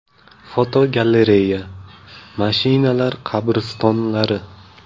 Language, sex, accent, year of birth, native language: Uzbek, male, Samarqand, 2002, Uzbek